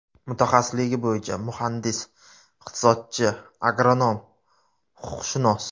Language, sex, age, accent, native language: Uzbek, male, 25-34, Surxondaryo, Uzbek